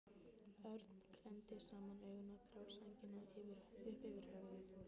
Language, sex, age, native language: Icelandic, female, 15, Icelandic